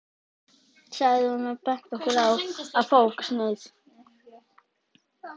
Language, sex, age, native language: Icelandic, female, 11, Icelandic